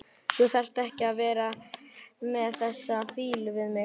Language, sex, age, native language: Icelandic, male, 11, Icelandic